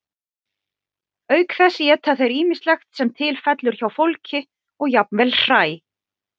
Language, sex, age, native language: Icelandic, female, 40-49, Icelandic